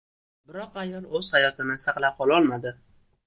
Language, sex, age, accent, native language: Uzbek, male, under 19, Toshkent shahri, Uzbek